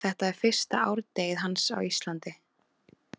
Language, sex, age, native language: Icelandic, female, 20-29, Icelandic